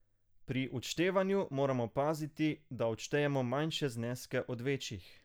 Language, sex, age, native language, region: Slovenian, male, 18-29, Slovenian, Carinthia region